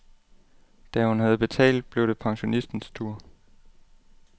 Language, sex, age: Danish, male, 18